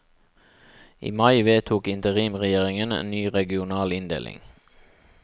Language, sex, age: Norwegian, male, 36